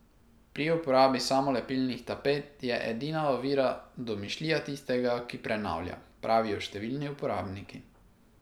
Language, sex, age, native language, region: Slovenian, male, 18-29, Slovenian, Pomurje region